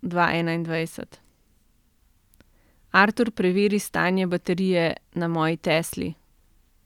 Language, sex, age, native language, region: Slovenian, female, 30-49, Slovenian, Central Slovenia